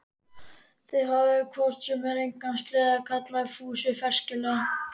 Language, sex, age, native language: Icelandic, male, 13, Icelandic